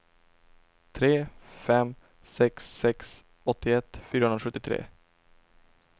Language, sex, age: Swedish, male, 24